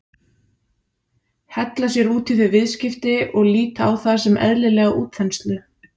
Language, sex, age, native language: Icelandic, female, 30-39, Icelandic